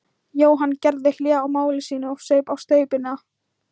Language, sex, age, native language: Icelandic, female, 13, Thai